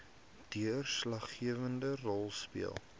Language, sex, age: Afrikaans, male, 18